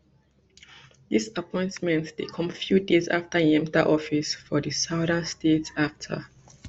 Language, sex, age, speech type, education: Nigerian Pidgin, female, 30-45, spontaneous, tertiary